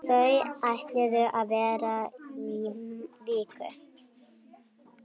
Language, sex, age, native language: Icelandic, female, 12, Icelandic